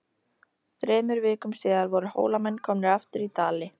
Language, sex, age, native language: Icelandic, female, 13, Icelandic